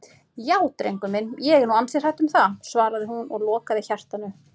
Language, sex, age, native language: Icelandic, female, 30-39, Icelandic